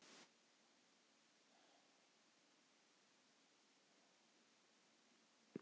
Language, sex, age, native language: Icelandic, male, 60-69, Icelandic